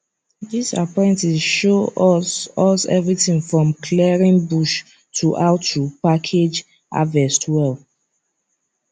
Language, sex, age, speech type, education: Nigerian Pidgin, female, 15-29, spontaneous, tertiary